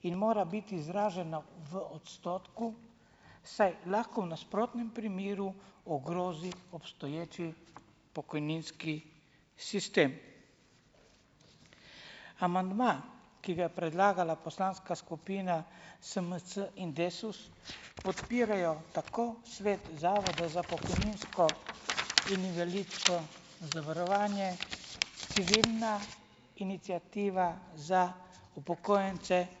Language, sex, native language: Slovenian, male, Slovenian